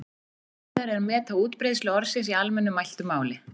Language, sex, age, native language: Icelandic, female, 40-49, Icelandic